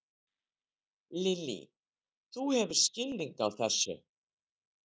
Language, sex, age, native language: Icelandic, female, 60-69, Icelandic